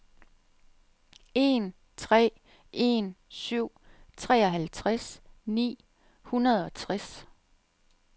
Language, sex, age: Danish, female, 37